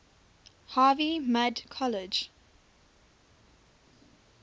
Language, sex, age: English, female, 21